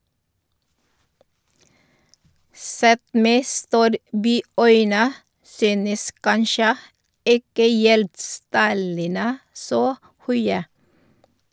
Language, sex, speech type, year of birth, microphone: Norwegian, female, read, 1962, Sennheiser